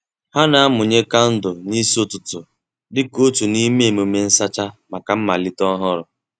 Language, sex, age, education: Igbo, male, 15-29, tertiary